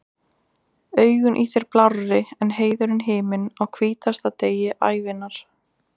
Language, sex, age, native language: Icelandic, female, 20-29, Icelandic